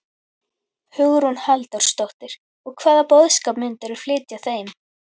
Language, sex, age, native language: Icelandic, female, 11, Icelandic